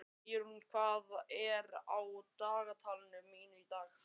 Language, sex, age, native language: Icelandic, male, 12, Icelandic